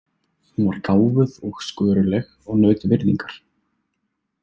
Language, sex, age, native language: Icelandic, male, 20-29, Icelandic